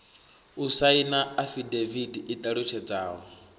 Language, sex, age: Venda, male, 21